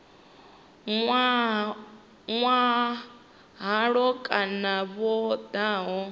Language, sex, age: Venda, female, 25